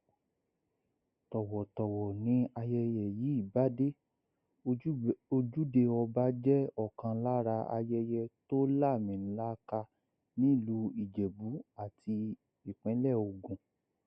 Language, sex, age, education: Yoruba, male, 60+, secondary